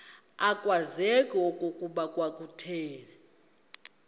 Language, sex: Xhosa, female